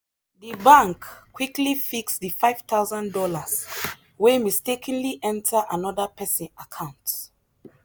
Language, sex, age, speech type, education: Nigerian Pidgin, female, 30-45, spontaneous, tertiary